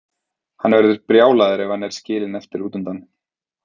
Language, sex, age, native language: Icelandic, male, 30-39, Icelandic